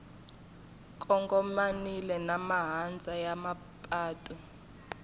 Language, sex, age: Tsonga, female, 21